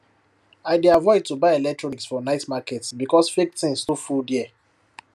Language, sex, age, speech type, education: Nigerian Pidgin, male, 15-29, spontaneous, tertiary